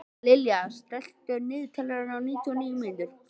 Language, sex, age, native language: Icelandic, female, 13, Icelandic